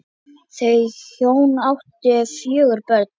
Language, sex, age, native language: Icelandic, female, 10, Icelandic